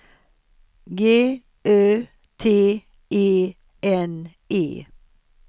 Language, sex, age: Swedish, female, 63